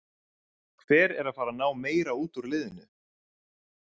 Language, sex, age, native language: Icelandic, male, 30-39, Icelandic